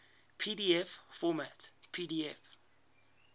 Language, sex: English, male